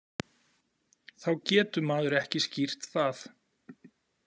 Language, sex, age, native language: Icelandic, male, 40-49, Icelandic